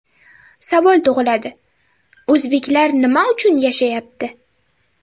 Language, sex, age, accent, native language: Uzbek, female, 12-17, Toshkent shahri, Uzbek